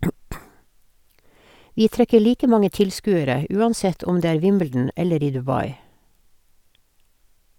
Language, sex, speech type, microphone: Norwegian, female, read, Sennheiser